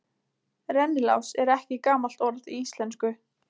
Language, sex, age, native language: Icelandic, female, 20-29, Icelandic